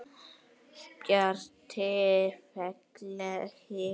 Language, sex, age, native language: Icelandic, female, 8, Icelandic